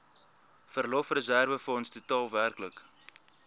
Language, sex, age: Afrikaans, male, 22